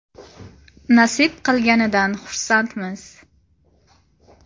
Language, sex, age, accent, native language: Uzbek, female, 18-24, Qashqadaryo, Uzbek